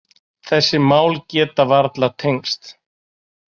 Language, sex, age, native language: Icelandic, male, 40-49, Icelandic